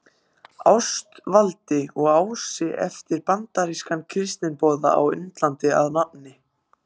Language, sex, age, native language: Icelandic, other, 14, Icelandic